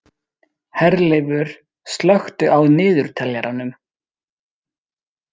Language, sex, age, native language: Icelandic, male, 30-39, Icelandic